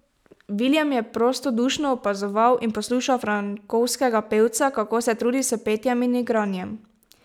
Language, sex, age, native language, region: Slovenian, female, 18-29, Slovenian, Pomurje region